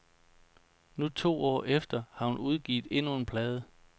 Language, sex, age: Danish, male, 29